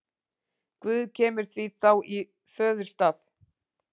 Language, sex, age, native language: Icelandic, female, 40-49, Icelandic